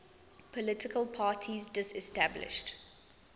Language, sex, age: English, female, 20